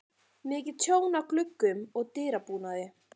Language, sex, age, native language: Icelandic, female, 40-49, Icelandic